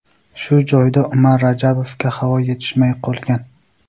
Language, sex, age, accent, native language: Uzbek, male, 18-24, Sirdaryo, Uzbek